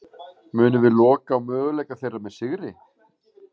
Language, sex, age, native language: Icelandic, male, 40-49, Icelandic